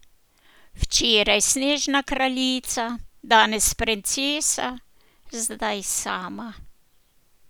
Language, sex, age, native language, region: Slovenian, female, 60+, Slovenian, Posavska region